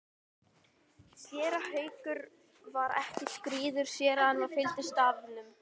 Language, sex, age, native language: Icelandic, female, 11, Icelandic